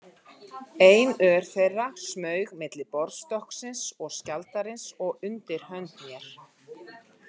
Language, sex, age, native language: Icelandic, female, 50-59, Icelandic